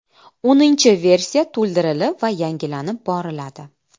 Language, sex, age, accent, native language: Uzbek, female, 25-34, Qashqadaryo, Uzbek